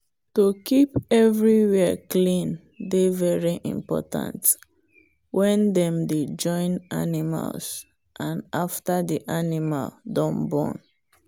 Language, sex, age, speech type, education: Nigerian Pidgin, female, 30-45, spontaneous, tertiary